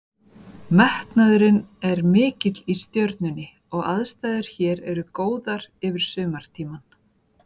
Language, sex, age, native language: Icelandic, female, 40-49, Icelandic